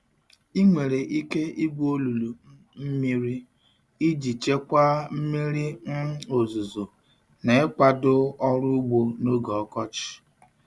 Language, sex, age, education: Igbo, male, 46-60, tertiary